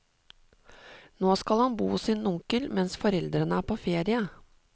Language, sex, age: Norwegian, female, 52